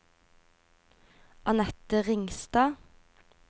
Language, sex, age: Norwegian, female, 24